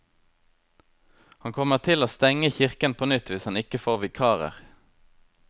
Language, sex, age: Norwegian, male, 23